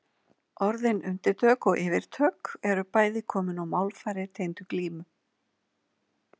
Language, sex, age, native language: Icelandic, female, 40-49, Icelandic